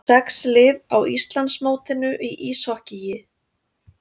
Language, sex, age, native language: Icelandic, female, 30-39, Icelandic